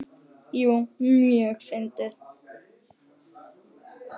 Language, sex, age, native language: Icelandic, male, 9, Icelandic